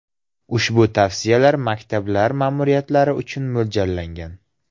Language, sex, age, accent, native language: Uzbek, male, 18-24, Surxondaryo, Uzbek